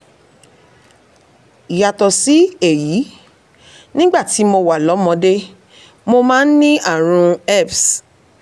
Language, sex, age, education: Yoruba, female, 30-45, tertiary